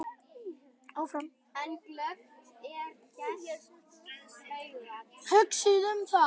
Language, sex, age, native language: Icelandic, other, 10, Icelandic